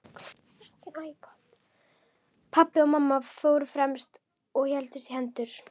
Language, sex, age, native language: Icelandic, female, 11, Icelandic